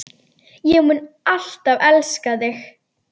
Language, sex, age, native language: Icelandic, female, 10, Icelandic